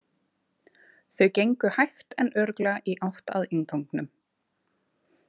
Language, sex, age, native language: Icelandic, female, 20-29, Icelandic